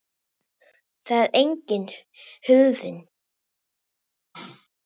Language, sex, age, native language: Icelandic, female, 7, Icelandic